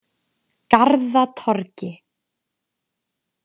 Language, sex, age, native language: Icelandic, female, 20-29, Icelandic